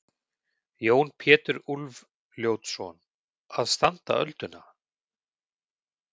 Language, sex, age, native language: Icelandic, male, 40-49, Icelandic